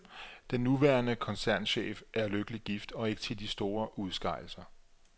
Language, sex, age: Danish, male, 34